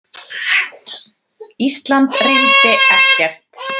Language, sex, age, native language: Icelandic, female, 10, Icelandic